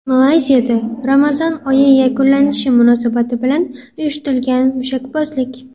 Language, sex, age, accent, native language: Uzbek, female, 18-24, Namangan, Uzbek